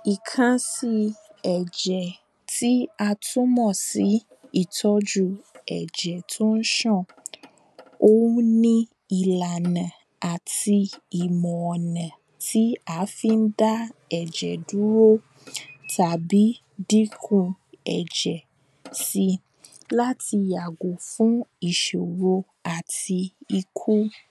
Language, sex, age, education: Yoruba, female, 15-29, tertiary